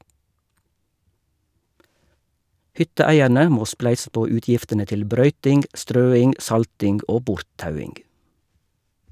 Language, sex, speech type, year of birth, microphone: Norwegian, male, read, 1956, Shure